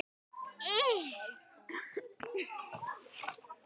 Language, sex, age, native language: Icelandic, male, 10, Icelandic